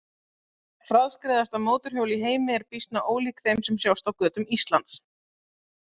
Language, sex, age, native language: Icelandic, female, 30-39, Icelandic